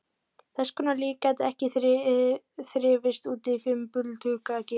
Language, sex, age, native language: Icelandic, female, 18-19, Icelandic